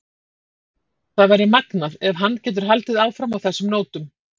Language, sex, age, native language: Icelandic, female, 40-49, Icelandic